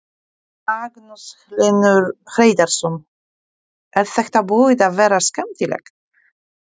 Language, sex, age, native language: Icelandic, female, 40-49, Polish